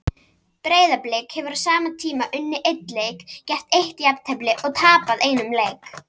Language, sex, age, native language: Icelandic, female, 30-39, Icelandic